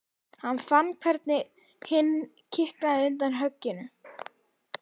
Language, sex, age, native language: Icelandic, female, 11, Icelandic